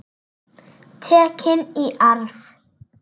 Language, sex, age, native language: Icelandic, female, 8, Icelandic